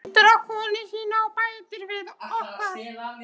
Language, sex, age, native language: Icelandic, male, 12, Icelandic